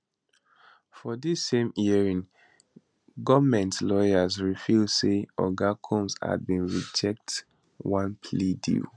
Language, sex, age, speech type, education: Nigerian Pidgin, male, 15-29, spontaneous, tertiary